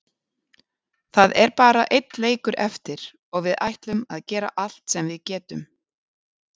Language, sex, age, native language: Icelandic, female, 40-49, Icelandic